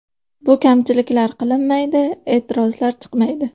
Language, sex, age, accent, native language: Uzbek, female, 18-24, Farg'ona, Uzbek